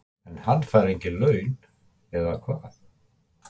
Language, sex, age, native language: Icelandic, male, 50-59, Icelandic